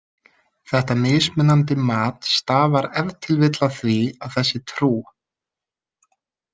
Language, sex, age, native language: Icelandic, male, 20-29, Icelandic